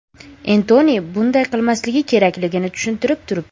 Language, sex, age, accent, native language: Uzbek, female, 18-24, Andijon, Uzbek